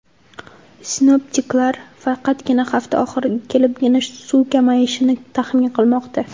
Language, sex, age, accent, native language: Uzbek, female, 18-24, Andijon, Uzbek